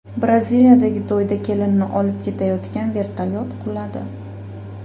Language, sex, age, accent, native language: Uzbek, female, 18-24, Farg'ona, Uzbek